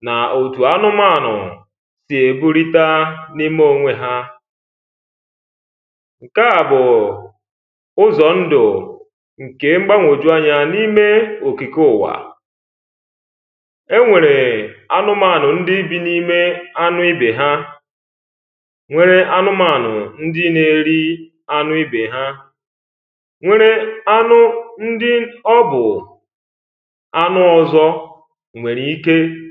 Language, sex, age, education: Igbo, male, 15-29, primary